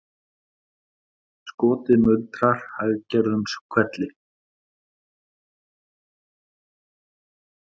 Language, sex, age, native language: Icelandic, male, 40-49, Icelandic